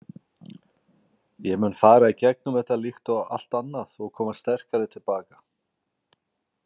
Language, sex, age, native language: Icelandic, male, 40-49, Icelandic